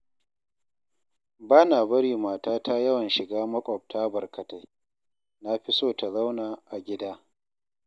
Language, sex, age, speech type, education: Hausa, male, 30-45, read, tertiary